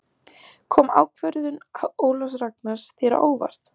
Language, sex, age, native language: Icelandic, female, 14, Icelandic